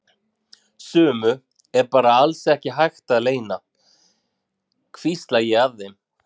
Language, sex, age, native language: Icelandic, male, 40-49, Icelandic